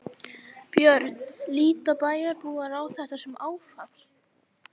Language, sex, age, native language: Icelandic, female, 11, Icelandic